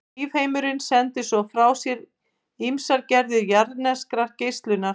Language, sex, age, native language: Icelandic, female, 50-59, Icelandic